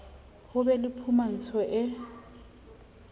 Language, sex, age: Southern Sotho, female, 35